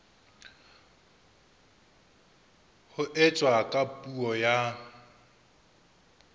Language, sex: Southern Sotho, male